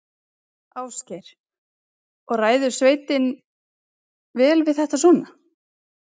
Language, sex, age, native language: Icelandic, female, 30-39, Icelandic